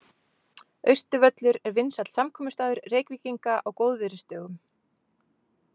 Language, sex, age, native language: Icelandic, female, 20-29, Icelandic